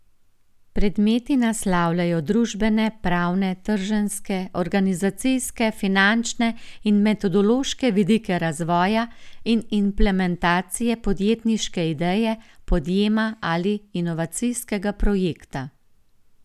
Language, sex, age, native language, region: Slovenian, female, 50-59, Slovenian, Gorenjska region